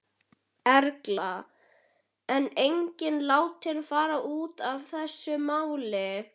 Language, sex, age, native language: Icelandic, male, 11, Icelandic